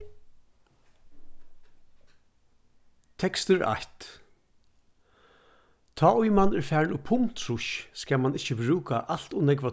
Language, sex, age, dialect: Faroese, male, 36-60, Suðurstreymoy